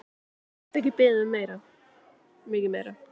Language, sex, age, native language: Icelandic, female, 18-19, Icelandic